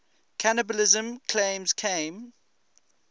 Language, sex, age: English, male, 20